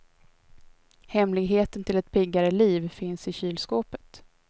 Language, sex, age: Swedish, female, 22